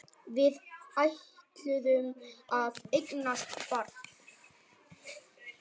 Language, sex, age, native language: Icelandic, male, 10, Vietnamese